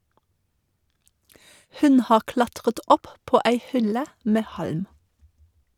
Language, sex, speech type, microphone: Norwegian, female, read, Shure